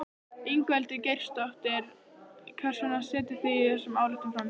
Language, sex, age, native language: Icelandic, female, 15, Icelandic